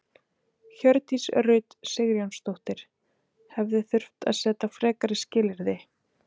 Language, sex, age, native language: Icelandic, female, 30-39, Icelandic